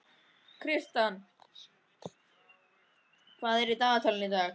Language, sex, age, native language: Icelandic, male, 13, Icelandic